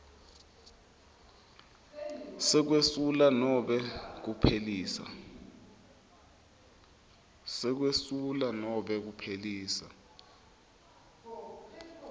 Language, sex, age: Swati, male, 23